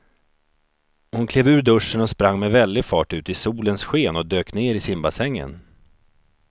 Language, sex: Swedish, male